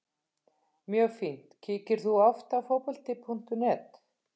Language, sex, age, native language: Icelandic, female, 50-59, Icelandic